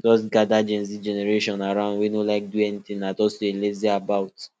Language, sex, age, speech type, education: Nigerian Pidgin, male, 46-60, spontaneous, tertiary